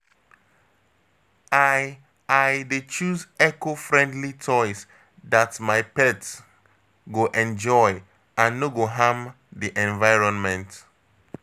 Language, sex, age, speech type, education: Nigerian Pidgin, male, 30-45, spontaneous, tertiary